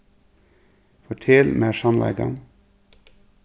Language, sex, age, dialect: Faroese, male, 36-60, Suðurstreymoy